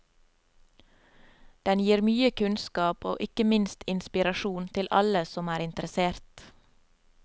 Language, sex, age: Norwegian, female, 27